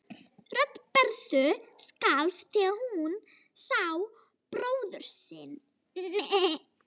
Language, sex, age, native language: Icelandic, female, 12, Icelandic